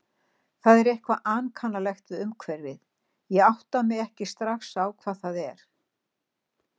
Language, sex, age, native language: Icelandic, female, 60-69, Icelandic